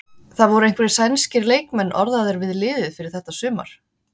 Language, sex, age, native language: Icelandic, female, 30-39, Icelandic